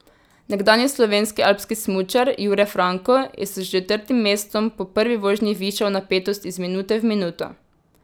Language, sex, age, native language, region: Slovenian, female, 18-29, Slovenian, Drava region